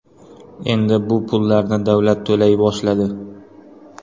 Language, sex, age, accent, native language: Uzbek, male, 18-24, Qoraqalpog'iston, Uzbek